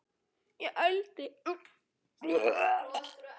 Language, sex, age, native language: Icelandic, male, 9, Icelandic